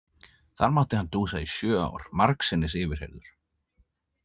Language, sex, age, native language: Icelandic, male, 30-39, Icelandic